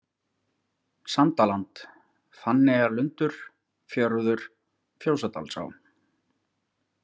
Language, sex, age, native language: Icelandic, male, 40-49, Icelandic